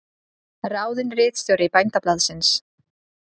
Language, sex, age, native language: Icelandic, female, 30-39, Icelandic